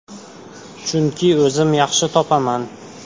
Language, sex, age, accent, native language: Uzbek, male, 18-24, Xorazm, Uzbek